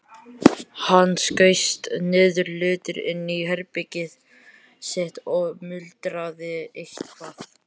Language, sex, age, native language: Icelandic, male, 11, Icelandic